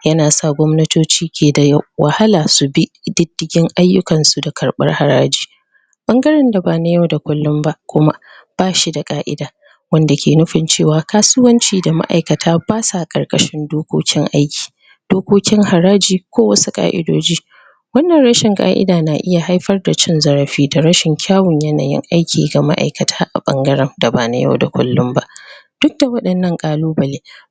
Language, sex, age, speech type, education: Hausa, female, 30-45, spontaneous, tertiary